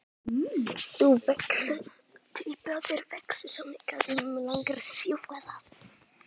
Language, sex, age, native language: Icelandic, male, 10, Icelandic